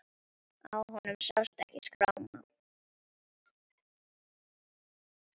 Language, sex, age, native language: Icelandic, female, 8, Icelandic